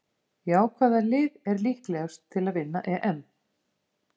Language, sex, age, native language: Icelandic, female, 50-59, Icelandic